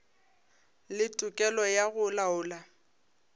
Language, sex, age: Northern Sotho, female, 22